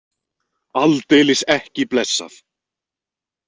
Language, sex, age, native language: Icelandic, male, 20-29, Icelandic